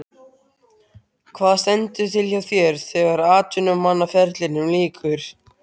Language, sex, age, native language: Icelandic, male, 13, Icelandic